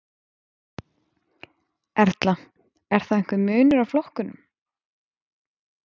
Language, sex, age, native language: Icelandic, female, 20-29, Icelandic